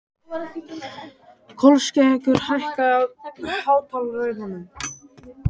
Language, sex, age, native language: Icelandic, male, 12, Icelandic